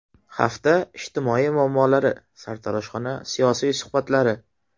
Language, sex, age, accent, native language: Uzbek, male, 18-24, Qashqadaryo, Uzbek